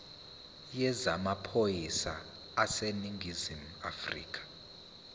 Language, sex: Zulu, male